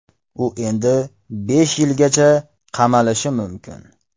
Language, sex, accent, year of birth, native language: Uzbek, male, Farg'ona, 1995, Uzbek